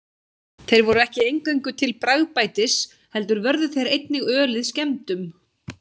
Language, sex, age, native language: Icelandic, female, 40-49, Icelandic